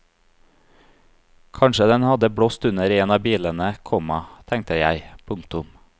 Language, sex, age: Norwegian, male, 30